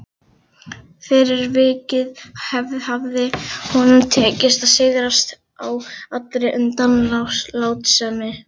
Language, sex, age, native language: Icelandic, female, 11, Icelandic